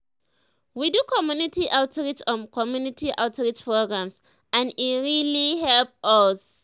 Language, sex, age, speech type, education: Nigerian Pidgin, female, 15-29, spontaneous, tertiary